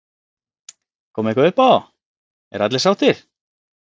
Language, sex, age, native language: Icelandic, male, 30-39, Icelandic